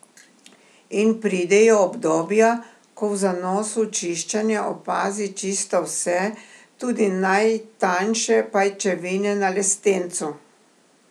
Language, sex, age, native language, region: Slovenian, female, 60+, Slovenian, Primorsko-notranjska region